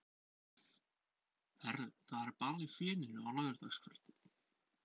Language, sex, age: Icelandic, male, 20-29